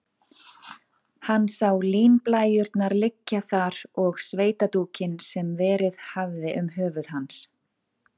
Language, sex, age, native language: Icelandic, female, 40-49, Icelandic